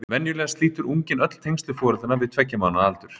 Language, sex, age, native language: Icelandic, male, 30-39, Icelandic